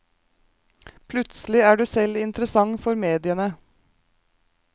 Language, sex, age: Norwegian, female, 36